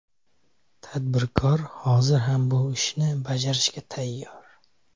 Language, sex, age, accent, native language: Uzbek, male, 25-34, Samarqand, Uzbek